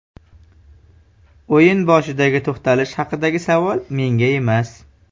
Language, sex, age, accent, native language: Uzbek, male, 18-24, Farg'ona, Uzbek